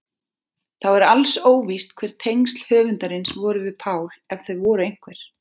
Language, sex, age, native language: Icelandic, female, 40-49, Icelandic